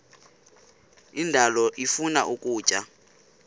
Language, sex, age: Xhosa, male, 18